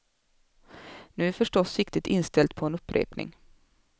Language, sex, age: Swedish, female, 24